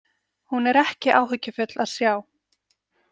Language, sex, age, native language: Icelandic, female, 40-49, Icelandic